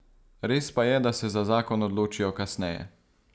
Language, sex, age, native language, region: Slovenian, male, 18-29, Slovenian, Savinja region